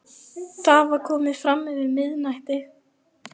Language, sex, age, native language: Icelandic, female, 11, Icelandic